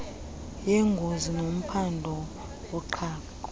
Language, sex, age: Xhosa, female, 23